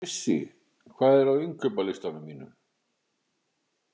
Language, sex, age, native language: Icelandic, male, 50-59, Icelandic